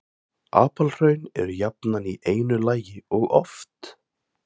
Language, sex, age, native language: Icelandic, male, 20-29, Thai